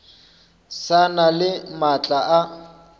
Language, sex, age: Northern Sotho, male, 26